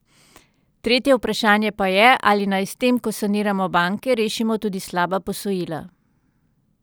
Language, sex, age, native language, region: Slovenian, female, 30-49, Slovenian, Central Slovenia